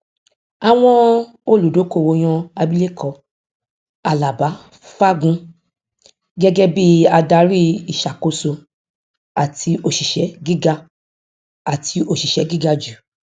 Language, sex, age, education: Yoruba, female, 46-60, tertiary